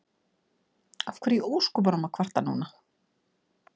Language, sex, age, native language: Icelandic, female, 40-49, Icelandic